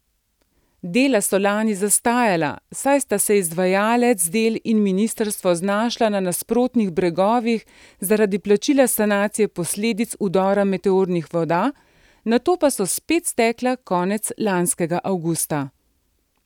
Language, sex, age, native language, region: Slovenian, female, 50-59, Slovenian, Central Slovenia